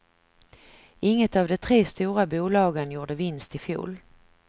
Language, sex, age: Swedish, female, 49